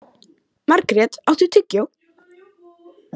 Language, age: Icelandic, 18-19